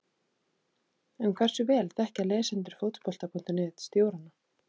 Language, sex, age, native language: Icelandic, female, 30-39, Icelandic